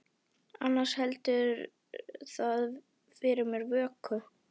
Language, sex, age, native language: Icelandic, female, 11, Icelandic